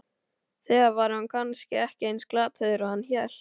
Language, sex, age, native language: Icelandic, male, 12, Icelandic